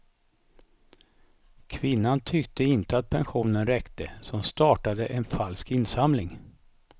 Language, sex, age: Swedish, male, 55